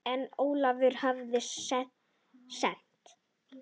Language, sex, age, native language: Icelandic, female, 9, Icelandic